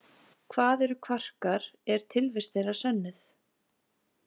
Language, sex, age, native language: Icelandic, female, 20-29, Icelandic